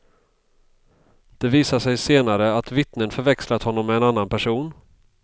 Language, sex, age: Swedish, male, 32